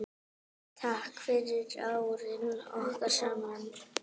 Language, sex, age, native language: Icelandic, female, 8, Icelandic